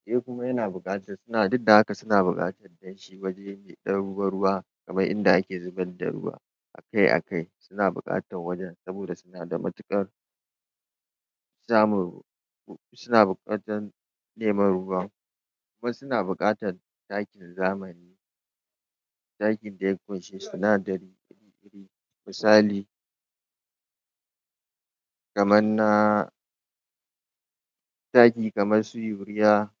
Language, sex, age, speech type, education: Hausa, male, 15-29, spontaneous, tertiary